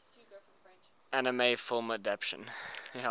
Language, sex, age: English, male, 19